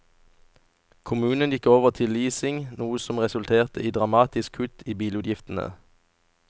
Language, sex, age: Norwegian, male, 37